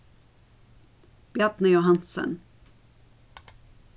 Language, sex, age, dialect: Faroese, female, 36-60, Suðurstreymoy